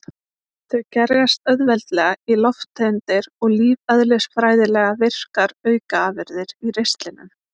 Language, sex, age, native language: Icelandic, female, 20-29, Icelandic